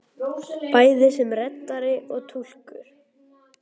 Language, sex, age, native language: Icelandic, male, 10, Icelandic